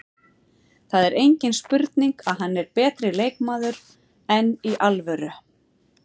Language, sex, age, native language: Icelandic, female, 50-59, Icelandic